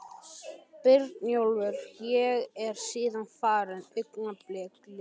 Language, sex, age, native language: Icelandic, male, 13, Icelandic